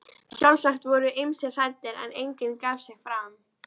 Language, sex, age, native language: Icelandic, female, 13, Icelandic